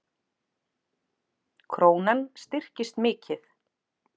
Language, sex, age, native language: Icelandic, female, 40-49, Icelandic